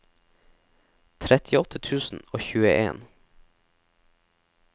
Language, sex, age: Norwegian, male, 17